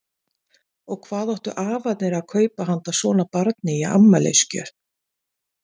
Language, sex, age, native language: Icelandic, female, 40-49, Icelandic